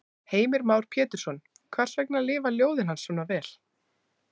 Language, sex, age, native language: Icelandic, female, 20-29, Icelandic